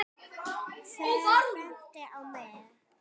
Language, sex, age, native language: Icelandic, female, 9, Icelandic